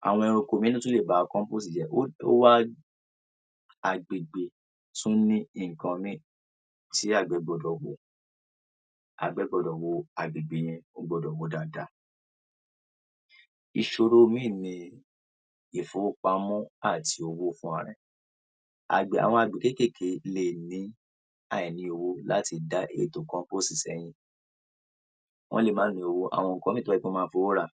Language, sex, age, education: Yoruba, male, 15-29, tertiary